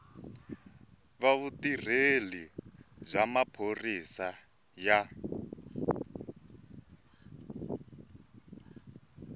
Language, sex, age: Tsonga, male, 24